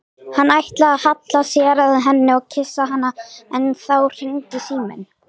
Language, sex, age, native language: Icelandic, female, 18-19, Icelandic